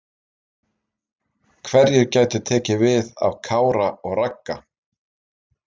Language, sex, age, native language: Icelandic, male, 30-39, Icelandic